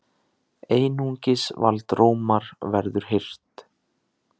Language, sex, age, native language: Icelandic, male, 30-39, Icelandic